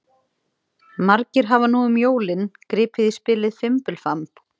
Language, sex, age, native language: Icelandic, female, 30-39, Icelandic